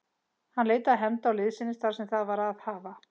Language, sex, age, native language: Icelandic, female, 30-39, Icelandic